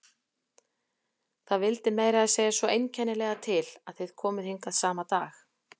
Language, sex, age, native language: Icelandic, female, 40-49, Icelandic